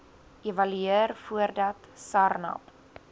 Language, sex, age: Afrikaans, female, 20